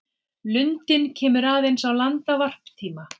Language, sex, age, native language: Icelandic, female, 40-49, Icelandic